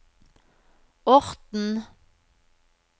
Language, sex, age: Norwegian, female, 43